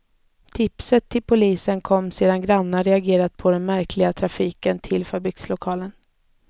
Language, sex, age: Swedish, female, 20